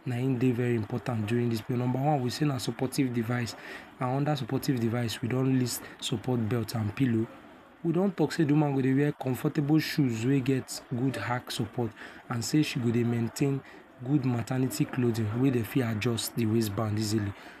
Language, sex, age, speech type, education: Nigerian Pidgin, male, 46-60, spontaneous, tertiary